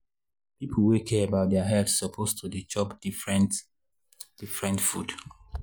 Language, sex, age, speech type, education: Nigerian Pidgin, male, 30-45, spontaneous, tertiary